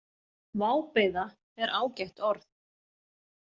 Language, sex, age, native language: Icelandic, female, 40-49, Icelandic